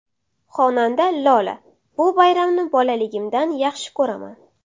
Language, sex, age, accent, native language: Uzbek, female, 18-24, Samarqand, Uzbek